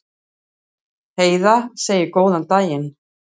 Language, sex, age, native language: Icelandic, female, 60-69, Icelandic